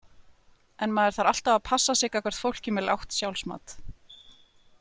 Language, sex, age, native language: Icelandic, female, 20-29, Icelandic